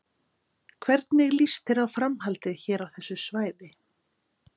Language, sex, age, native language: Icelandic, female, 50-59, Icelandic